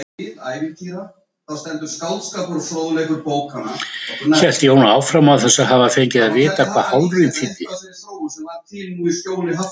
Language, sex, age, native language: Icelandic, male, 70-79, Icelandic